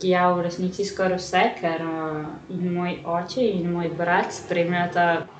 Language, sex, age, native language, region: Slovenian, female, 18-29, Slovenian, Central Slovenia